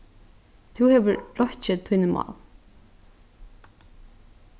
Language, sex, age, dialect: Faroese, female, 15-35, Norðurstreymoy/Eysturoy